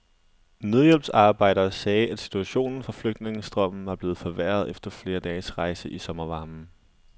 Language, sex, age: Danish, male, 20